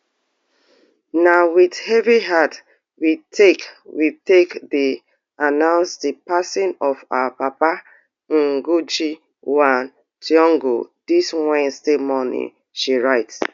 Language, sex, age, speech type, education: Nigerian Pidgin, female, 30-45, spontaneous, tertiary